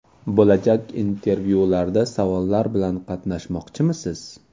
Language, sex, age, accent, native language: Uzbek, male, 18-24, Toshkent viloyati, Uzbek